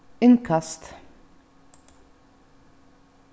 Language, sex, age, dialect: Faroese, female, 15-35, Vágar